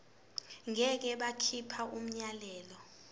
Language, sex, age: Zulu, female, 18